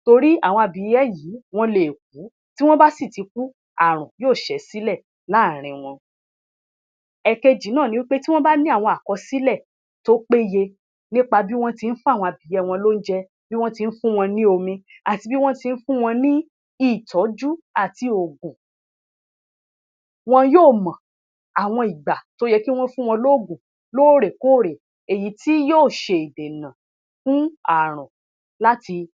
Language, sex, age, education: Yoruba, female, 30-45, tertiary